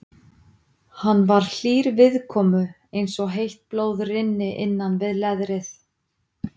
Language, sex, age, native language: Icelandic, female, 50-59, Icelandic